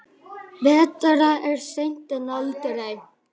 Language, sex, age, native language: Icelandic, male, 9, Icelandic